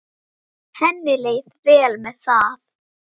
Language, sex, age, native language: Icelandic, female, 10, Icelandic